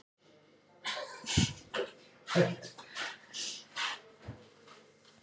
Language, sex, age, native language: Icelandic, female, 40-49, Icelandic